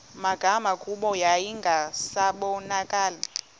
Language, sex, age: Xhosa, female, 20